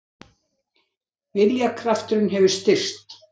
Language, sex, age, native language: Icelandic, female, 60-69, Icelandic